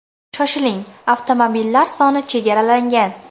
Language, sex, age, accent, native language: Uzbek, female, under 19, Toshkent shahri, Uzbek